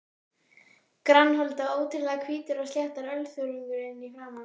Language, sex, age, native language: Icelandic, female, 13, Icelandic